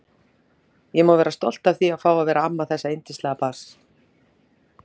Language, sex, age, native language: Icelandic, female, 40-49, Icelandic